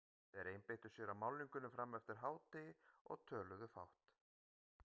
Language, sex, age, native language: Icelandic, male, 50-59, Icelandic